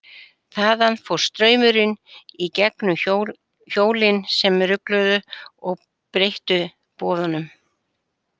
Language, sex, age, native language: Icelandic, female, 70-79, Icelandic